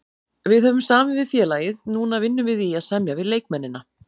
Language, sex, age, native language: Icelandic, female, 40-49, Icelandic